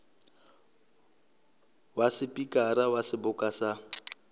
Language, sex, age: Southern Sotho, male, 26